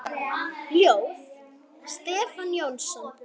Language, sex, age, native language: Icelandic, female, 9, Icelandic